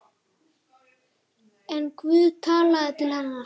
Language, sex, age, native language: Icelandic, male, 8, Icelandic